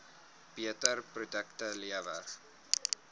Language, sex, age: Afrikaans, male, 21